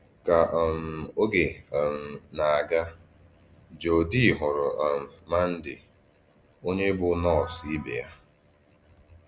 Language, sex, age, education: Igbo, male, 15-29, tertiary